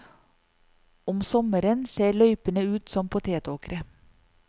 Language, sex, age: Norwegian, female, 40